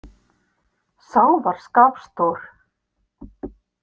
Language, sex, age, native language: Icelandic, female, 50-59, Icelandic